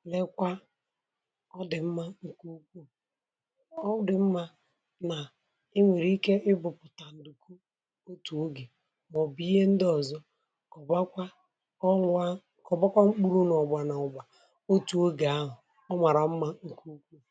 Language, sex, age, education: Igbo, male, 46-60, tertiary